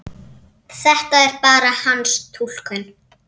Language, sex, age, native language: Icelandic, female, 7, Icelandic